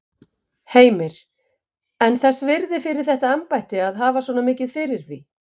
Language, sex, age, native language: Icelandic, female, 50-59, Icelandic